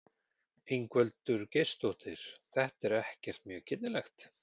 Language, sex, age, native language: Icelandic, male, 40-49, Icelandic